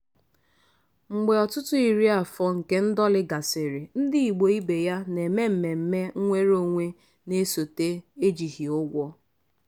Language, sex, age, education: Igbo, female, 15-29, tertiary